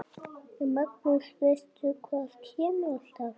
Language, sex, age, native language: Icelandic, male, 7, Icelandic